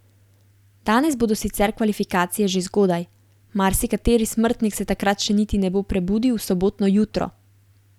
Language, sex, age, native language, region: Slovenian, female, 18-29, Slovenian, Gorenjska region